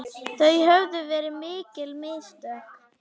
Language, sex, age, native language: Icelandic, female, 9, Icelandic